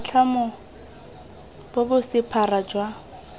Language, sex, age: Tswana, female, 20